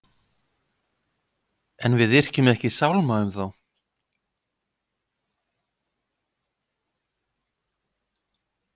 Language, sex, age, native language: Icelandic, male, 50-59, Icelandic